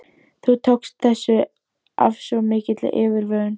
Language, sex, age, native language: Icelandic, female, 12, Icelandic